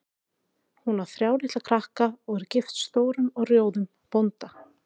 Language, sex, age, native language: Icelandic, female, 40-49, Icelandic